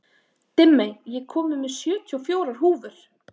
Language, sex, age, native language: Icelandic, female, 30-39, Icelandic